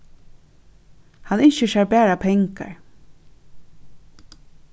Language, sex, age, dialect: Faroese, female, 36-60, Norðuroyggjar